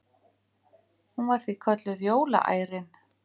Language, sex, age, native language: Icelandic, female, 50-59, Icelandic